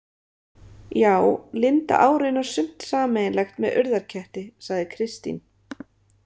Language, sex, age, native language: Icelandic, female, 30-39, Icelandic